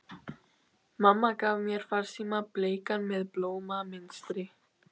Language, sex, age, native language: Icelandic, female, 12, Icelandic